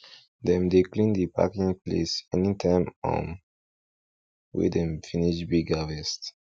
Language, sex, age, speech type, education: Nigerian Pidgin, male, 15-29, spontaneous, tertiary